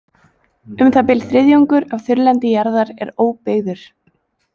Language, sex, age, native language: Icelandic, female, 20-29, Icelandic